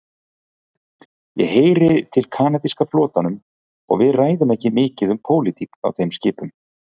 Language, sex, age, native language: Icelandic, male, 40-49, Icelandic